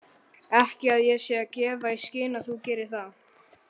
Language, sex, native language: Icelandic, other, Icelandic